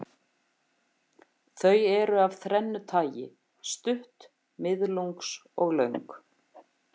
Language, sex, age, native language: Icelandic, female, 50-59, Icelandic